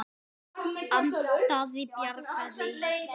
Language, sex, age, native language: Icelandic, male, 9, Icelandic